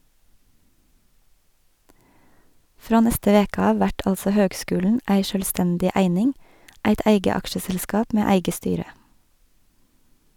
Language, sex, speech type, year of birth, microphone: Norwegian, female, read, 1982, Sennheiser